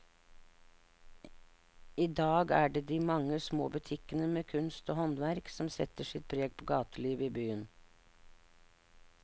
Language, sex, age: Norwegian, female, 59